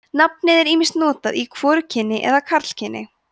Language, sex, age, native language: Icelandic, female, 20-29, Icelandic